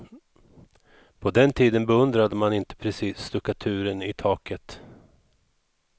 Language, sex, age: Swedish, male, 41